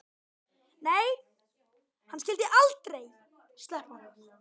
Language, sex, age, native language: Icelandic, male, 12, Icelandic